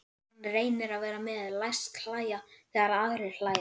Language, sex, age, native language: Icelandic, male, 11, Icelandic